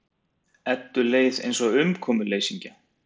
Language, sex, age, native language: Icelandic, male, 40-49, Icelandic